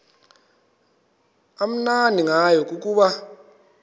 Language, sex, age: Xhosa, male, 22